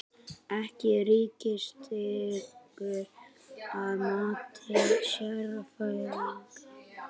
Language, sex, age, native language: Icelandic, male, 18-19, Icelandic